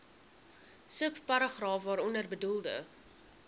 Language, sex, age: Afrikaans, female, 21